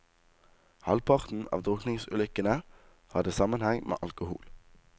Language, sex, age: Norwegian, male, 19